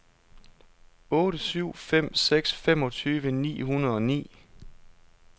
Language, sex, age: Danish, male, 32